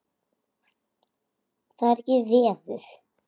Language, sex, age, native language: Icelandic, female, 8, Icelandic